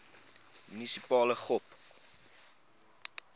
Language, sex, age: Afrikaans, male, 20